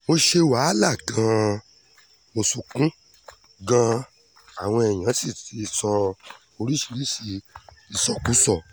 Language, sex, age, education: Yoruba, male, 30-45, tertiary